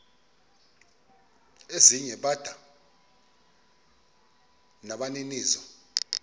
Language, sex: Xhosa, male